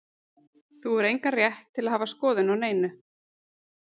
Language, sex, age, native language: Icelandic, female, 40-49, Icelandic